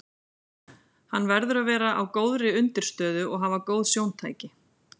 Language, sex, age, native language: Icelandic, female, 40-49, Icelandic